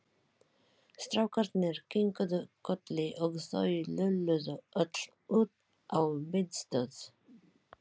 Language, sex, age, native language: Icelandic, female, 40-49, Filipino